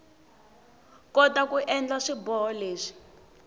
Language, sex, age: Tsonga, female, 18